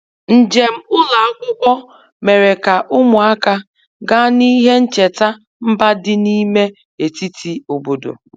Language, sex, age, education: Igbo, female, 30-45, tertiary